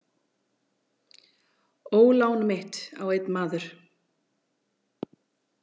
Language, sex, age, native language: Icelandic, female, 40-49, Icelandic